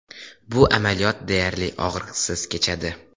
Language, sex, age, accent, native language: Uzbek, male, 12-17, Xorazm, Uzbek